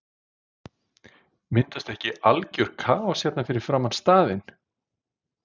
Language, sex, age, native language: Icelandic, male, 40-49, Icelandic